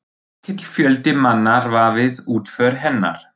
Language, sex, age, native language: Icelandic, male, 40-49, German